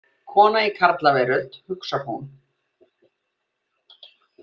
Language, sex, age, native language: Icelandic, female, 40-49, Icelandic